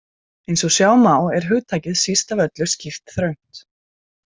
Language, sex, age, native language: Icelandic, female, 20-29, Icelandic